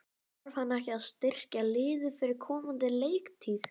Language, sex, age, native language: Icelandic, male, 11, Icelandic